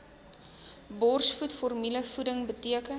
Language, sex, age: Afrikaans, female, 19